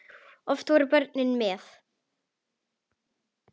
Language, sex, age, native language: Icelandic, female, 10, Icelandic